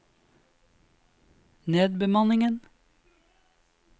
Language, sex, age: Norwegian, male, 26